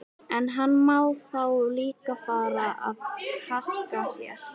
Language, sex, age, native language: Icelandic, female, 11, Icelandic